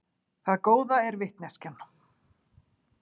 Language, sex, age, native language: Icelandic, female, 40-49, Icelandic